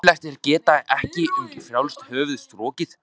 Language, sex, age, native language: Icelandic, male, 14, Icelandic